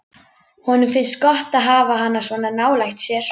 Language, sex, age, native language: Icelandic, female, 11, Icelandic